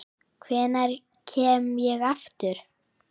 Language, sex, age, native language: Icelandic, female, 9, Icelandic